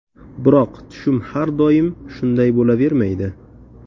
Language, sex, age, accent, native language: Uzbek, male, 18-24, Samarqand, Uzbek